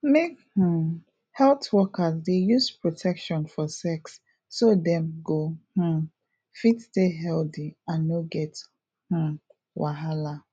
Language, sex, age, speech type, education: Nigerian Pidgin, female, 15-29, spontaneous, tertiary